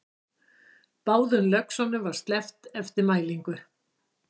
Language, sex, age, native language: Icelandic, female, 60-69, Icelandic